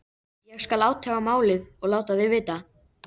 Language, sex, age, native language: Icelandic, female, 13, Icelandic